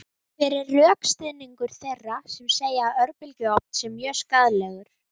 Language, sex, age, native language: Icelandic, female, 18-19, Icelandic